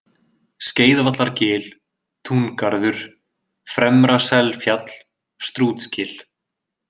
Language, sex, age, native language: Icelandic, male, 20-29, Icelandic